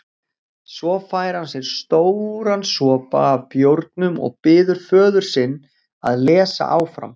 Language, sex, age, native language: Icelandic, male, 40-49, Icelandic